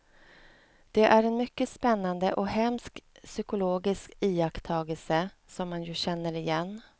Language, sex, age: Swedish, female, 37